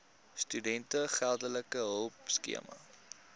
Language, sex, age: Afrikaans, male, 22